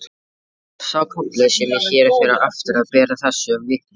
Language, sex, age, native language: Icelandic, male, 14, Icelandic